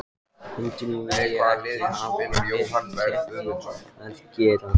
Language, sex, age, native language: Icelandic, male, 14, Icelandic